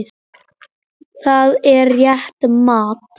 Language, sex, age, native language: Icelandic, male, 9, Icelandic